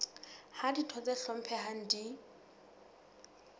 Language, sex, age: Southern Sotho, female, 19